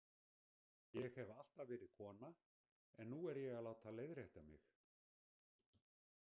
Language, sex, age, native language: Icelandic, male, 60-69, Icelandic